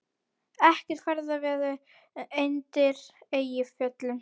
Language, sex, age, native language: Icelandic, female, 40-49, Icelandic